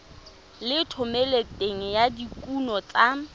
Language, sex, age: Tswana, female, 25